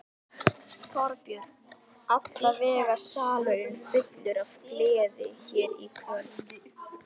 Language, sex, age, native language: Icelandic, male, 11, Icelandic